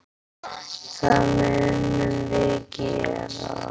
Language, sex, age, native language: Icelandic, male, 8, Icelandic